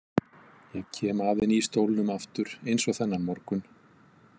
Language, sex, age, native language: Icelandic, male, 50-59, Icelandic